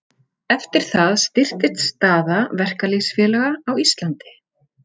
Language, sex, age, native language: Icelandic, female, 40-49, Icelandic